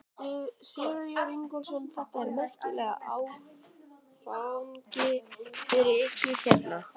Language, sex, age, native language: Icelandic, male, 12, Icelandic